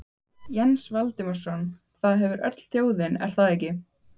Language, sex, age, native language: Icelandic, female, 15, Icelandic